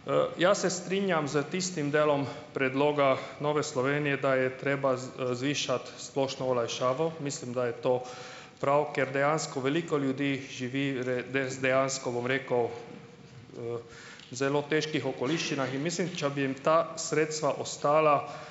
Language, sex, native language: Slovenian, male, Hungarian